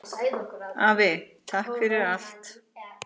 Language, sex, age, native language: Icelandic, female, 9, Icelandic